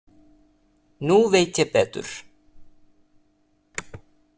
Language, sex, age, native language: Icelandic, male, 30-39, Italian